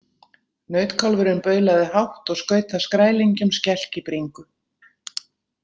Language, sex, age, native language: Icelandic, female, 60-69, Icelandic